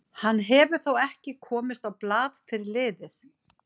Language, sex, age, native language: Icelandic, female, 50-59, Icelandic